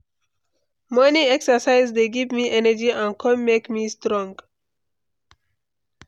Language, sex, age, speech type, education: Nigerian Pidgin, female, 15-29, read, tertiary